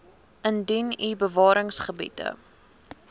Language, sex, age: Afrikaans, female, 19